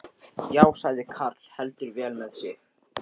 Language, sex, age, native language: Icelandic, male, 13, Icelandic